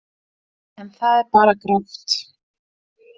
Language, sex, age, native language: Icelandic, female, 40-49, Icelandic